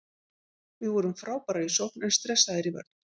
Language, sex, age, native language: Icelandic, female, 50-59, Icelandic